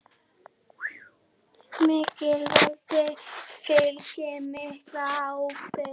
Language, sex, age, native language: Icelandic, female, 10, Icelandic